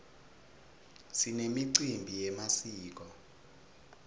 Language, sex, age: Swati, male, 21